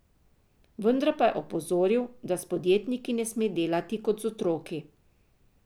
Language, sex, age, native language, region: Slovenian, female, 50-59, Slovenian, Drava region